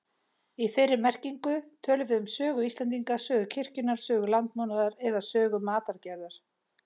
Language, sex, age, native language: Icelandic, female, 30-39, Icelandic